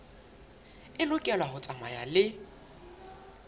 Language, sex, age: Southern Sotho, male, 21